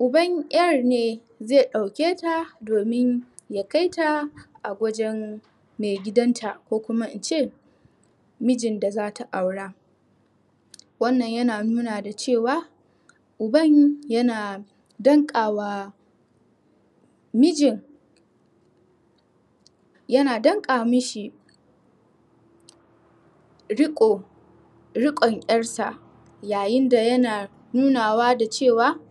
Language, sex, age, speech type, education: Hausa, female, 15-29, spontaneous, tertiary